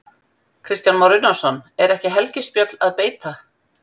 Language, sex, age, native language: Icelandic, female, 50-59, Icelandic